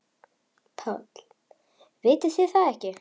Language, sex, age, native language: Icelandic, female, 10, Icelandic